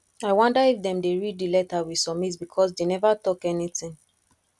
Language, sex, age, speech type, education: Nigerian Pidgin, female, 15-29, spontaneous, tertiary